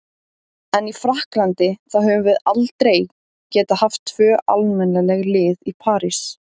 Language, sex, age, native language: Icelandic, female, 17, Icelandic